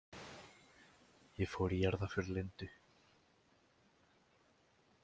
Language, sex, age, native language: Icelandic, male, 18-19, Icelandic